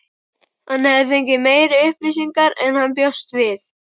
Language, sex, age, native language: Icelandic, male, 12, Icelandic